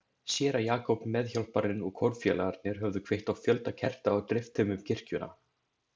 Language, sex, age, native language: Icelandic, male, 20-29, Icelandic